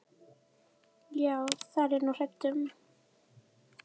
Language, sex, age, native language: Icelandic, female, 11, Icelandic